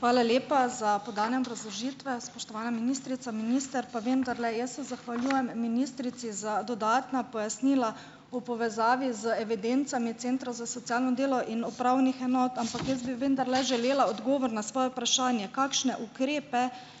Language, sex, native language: Slovenian, female, Slovenian